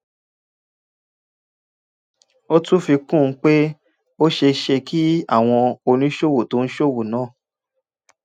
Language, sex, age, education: Yoruba, male, 15-29, tertiary